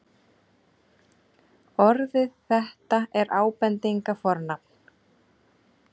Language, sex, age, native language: Icelandic, female, 30-39, Icelandic